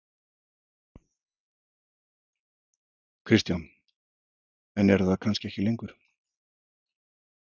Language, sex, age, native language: Icelandic, male, 50-59, Icelandic